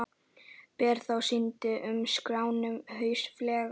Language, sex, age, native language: Icelandic, male, 11, Icelandic